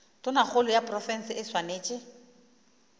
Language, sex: Northern Sotho, female